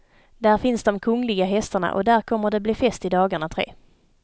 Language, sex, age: Swedish, female, 32